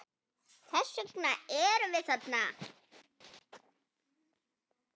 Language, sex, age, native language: Icelandic, female, 9, Icelandic